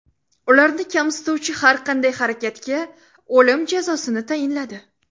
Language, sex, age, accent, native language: Uzbek, female, under 19, Samarqand, Uzbek